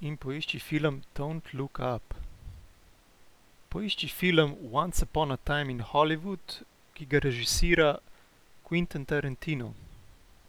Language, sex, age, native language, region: Slovenian, male, 18-29, Slovenian, Central Slovenia